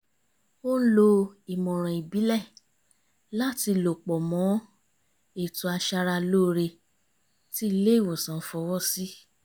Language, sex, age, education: Yoruba, female, 30-45, tertiary